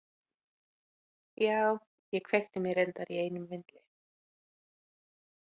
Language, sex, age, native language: Icelandic, female, 30-39, Icelandic